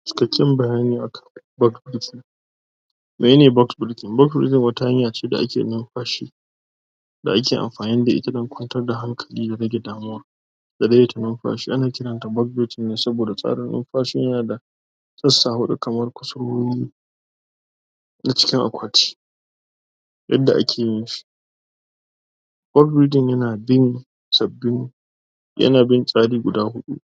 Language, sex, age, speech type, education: Hausa, male, 15-29, spontaneous, tertiary